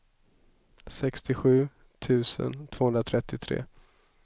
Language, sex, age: Swedish, male, 27